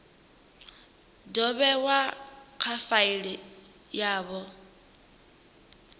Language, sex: Venda, female